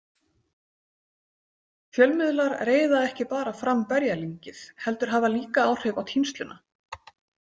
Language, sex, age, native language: Icelandic, female, 40-49, Icelandic